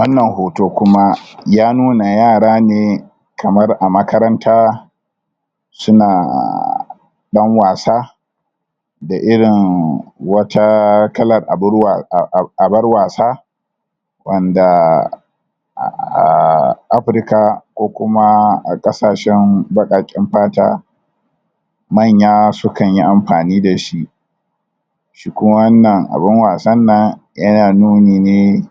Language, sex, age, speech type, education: Hausa, male, 30-45, spontaneous, tertiary